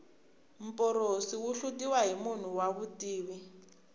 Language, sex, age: Tsonga, female, 24